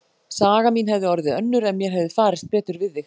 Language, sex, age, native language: Icelandic, female, 40-49, Icelandic